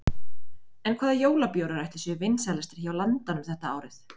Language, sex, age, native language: Icelandic, female, 20-29, Icelandic